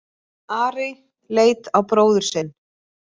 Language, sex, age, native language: Icelandic, female, 20-29, Icelandic